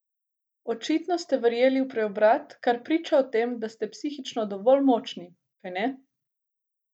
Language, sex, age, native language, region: Slovenian, female, 18-29, Slovenian, Gorica region